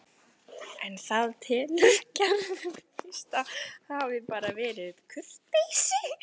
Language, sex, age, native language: Icelandic, female, 15, Icelandic